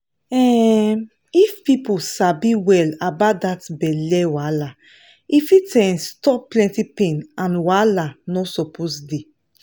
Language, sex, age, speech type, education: Nigerian Pidgin, female, 15-29, spontaneous, tertiary